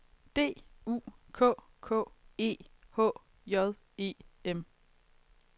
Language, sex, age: Danish, female, 22